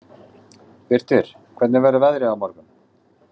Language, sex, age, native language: Icelandic, male, 40-49, Icelandic